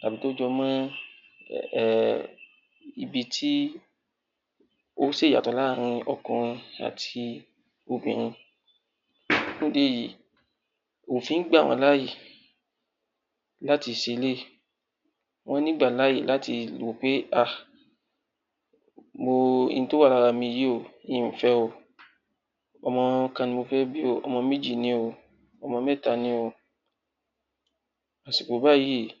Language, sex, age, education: Yoruba, male, 30-45, tertiary